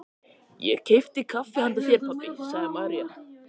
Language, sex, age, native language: Icelandic, male, 13, Icelandic